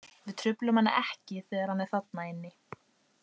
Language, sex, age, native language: Icelandic, female, 18-19, Icelandic